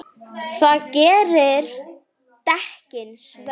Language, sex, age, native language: Icelandic, female, 10, Icelandic